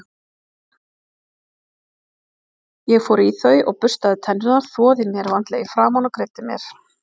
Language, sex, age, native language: Icelandic, female, 40-49, Icelandic